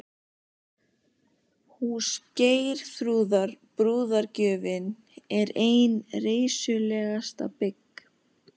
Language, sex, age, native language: Icelandic, female, 15, Icelandic